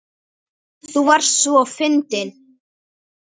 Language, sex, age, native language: Icelandic, male, 10, Icelandic